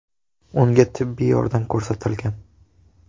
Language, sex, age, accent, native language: Uzbek, male, 12-17, Toshkent shahri, Uzbek